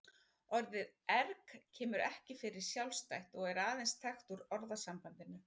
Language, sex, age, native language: Icelandic, female, 40-49, Icelandic